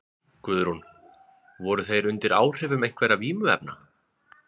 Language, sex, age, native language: Icelandic, male, 20-29, Icelandic